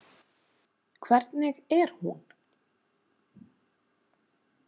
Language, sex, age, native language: Icelandic, female, 30-39, Icelandic